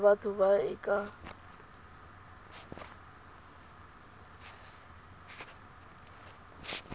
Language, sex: Tswana, female